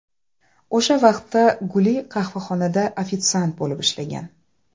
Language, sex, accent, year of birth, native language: Uzbek, female, Toshkent shahri, 1994, Uzbek